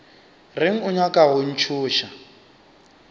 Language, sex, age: Northern Sotho, male, 25